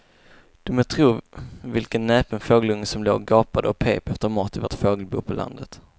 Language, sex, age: Swedish, male, 22